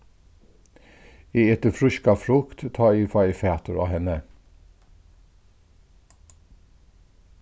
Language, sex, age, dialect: Faroese, male, 36-60, Suðurstreymoy